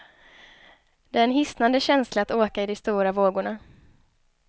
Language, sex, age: Swedish, female, 23